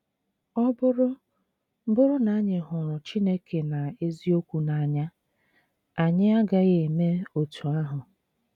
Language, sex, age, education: Igbo, female, 30-45, tertiary